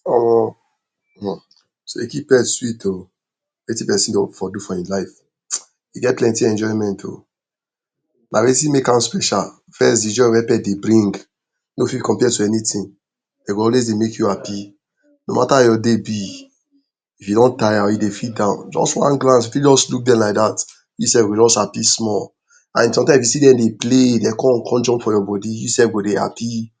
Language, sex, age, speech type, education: Nigerian Pidgin, male, 46-60, spontaneous, tertiary